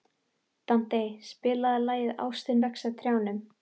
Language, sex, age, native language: Icelandic, female, 18-19, Icelandic